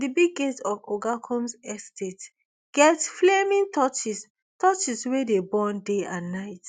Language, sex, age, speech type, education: Nigerian Pidgin, female, 15-29, spontaneous, tertiary